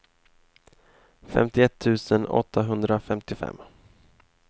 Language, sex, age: Swedish, male, 28